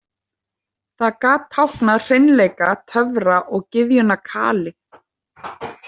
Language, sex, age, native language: Icelandic, female, 30-39, Icelandic